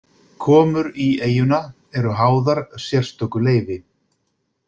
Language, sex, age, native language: Icelandic, male, 50-59, Icelandic